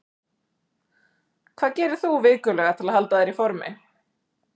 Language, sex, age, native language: Icelandic, female, 30-39, Icelandic